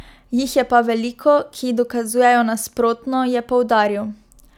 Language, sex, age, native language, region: Slovenian, female, 12-17, Slovenian, Drava region